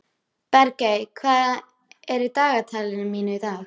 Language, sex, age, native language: Icelandic, female, 13, Icelandic